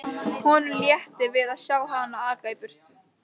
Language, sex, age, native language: Icelandic, female, 13, Icelandic